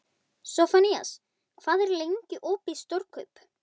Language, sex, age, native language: Icelandic, male, 11, Icelandic